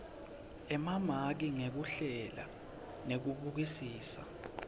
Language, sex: Swati, male